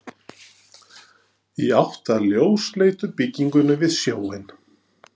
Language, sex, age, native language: Icelandic, male, 40-49, Norwegian